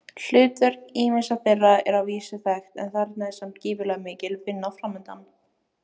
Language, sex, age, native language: Icelandic, female, 18-19, Icelandic